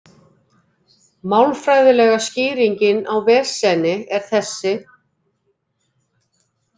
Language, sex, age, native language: Icelandic, female, 50-59, Icelandic